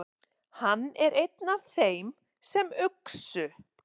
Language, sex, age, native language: Icelandic, female, 40-49, Icelandic